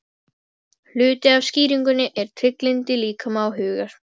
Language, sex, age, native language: Icelandic, female, 12, Icelandic